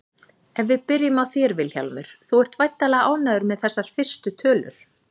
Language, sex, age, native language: Icelandic, female, 40-49, Icelandic